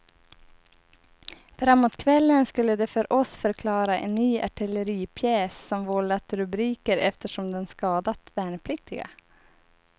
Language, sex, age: Swedish, female, 30